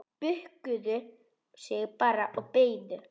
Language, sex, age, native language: Icelandic, female, 10, Icelandic